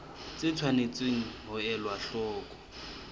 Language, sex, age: Southern Sotho, male, 20